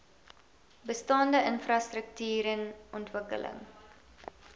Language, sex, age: Afrikaans, female, 22